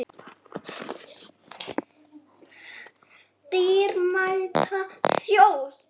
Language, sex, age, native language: Icelandic, male, 6, Icelandic